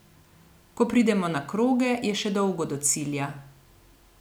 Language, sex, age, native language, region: Slovenian, female, 30-49, Slovenian, Gorenjska region